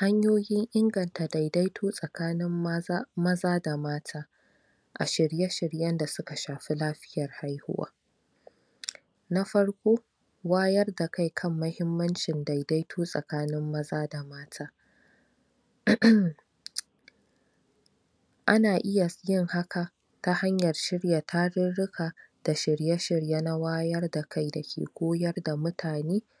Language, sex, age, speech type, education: Hausa, female, 46-60, spontaneous, tertiary